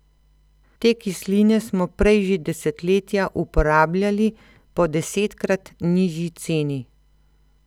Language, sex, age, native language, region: Slovenian, female, 50-59, Slovenian, Central Slovenia